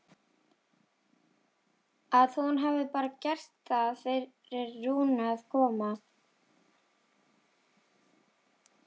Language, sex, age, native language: Icelandic, female, 12, Icelandic